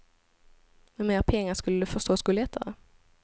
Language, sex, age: Swedish, female, 25